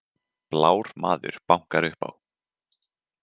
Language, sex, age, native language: Icelandic, male, 20-29, Icelandic